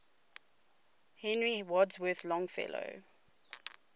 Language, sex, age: English, female, 22